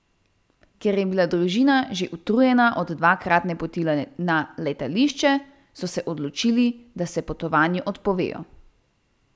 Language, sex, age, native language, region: Slovenian, female, 18-29, Slovenian, Central Slovenia